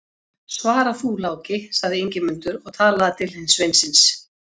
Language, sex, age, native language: Icelandic, female, 40-49, Icelandic